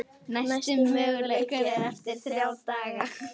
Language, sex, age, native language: Icelandic, female, 12, Icelandic